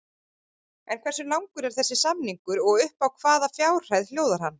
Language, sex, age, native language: Icelandic, female, 30-39, Icelandic